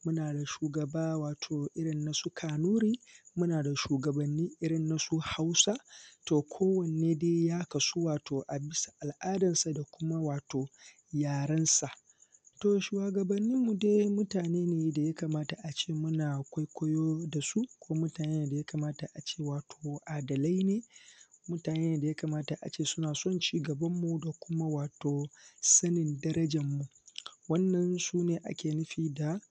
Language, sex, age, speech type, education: Hausa, male, 15-29, spontaneous, secondary